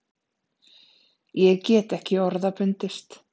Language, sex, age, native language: Icelandic, female, 30-39, Icelandic